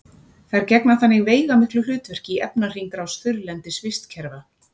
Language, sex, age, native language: Icelandic, female, 40-49, Icelandic